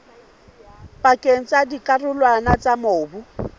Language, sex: Southern Sotho, female